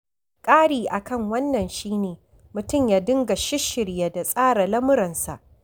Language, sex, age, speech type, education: Hausa, female, 46-60, read, tertiary